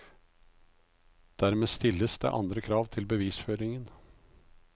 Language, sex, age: Norwegian, male, 56